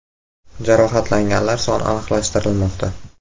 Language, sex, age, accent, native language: Uzbek, male, 18-24, Buxoro, Uzbek